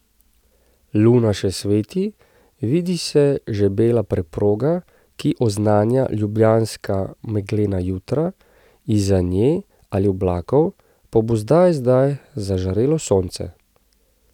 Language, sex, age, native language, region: Slovenian, male, 30-49, Slovenian, Central Slovenia